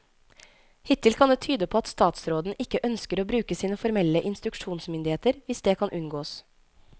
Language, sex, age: Norwegian, female, 25